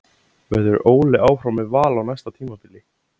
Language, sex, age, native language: Icelandic, male, 17, Icelandic